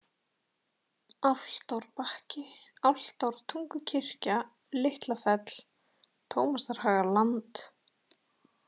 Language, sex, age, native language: Icelandic, female, 30-39, Icelandic